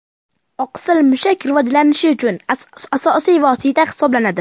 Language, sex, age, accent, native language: Uzbek, male, under 19, Farg'ona, Uzbek